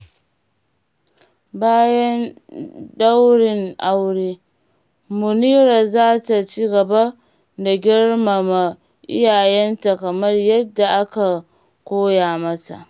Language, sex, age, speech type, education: Hausa, female, 30-45, read, primary